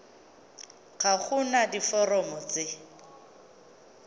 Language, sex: Tswana, female